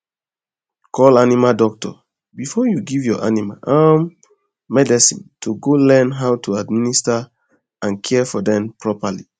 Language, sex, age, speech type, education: Nigerian Pidgin, male, 15-29, spontaneous, secondary